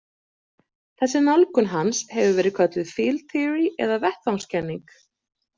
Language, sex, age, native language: Icelandic, female, 30-39, Icelandic